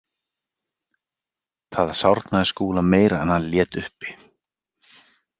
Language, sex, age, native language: Icelandic, male, 40-49, Icelandic